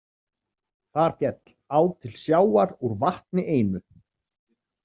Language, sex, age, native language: Icelandic, male, 30-39, Icelandic